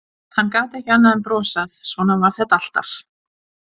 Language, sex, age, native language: Icelandic, female, 40-49, Icelandic